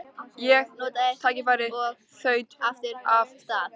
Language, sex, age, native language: Icelandic, female, 13, Icelandic